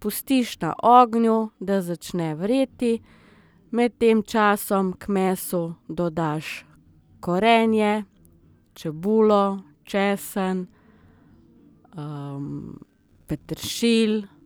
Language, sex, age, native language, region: Slovenian, female, 30-49, Slovenian, Southeast Slovenia